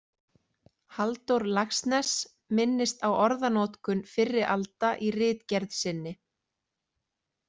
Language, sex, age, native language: Icelandic, female, 30-39, Icelandic